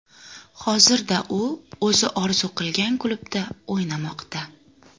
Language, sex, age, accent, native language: Uzbek, female, 25-34, Sirdaryo, Uzbek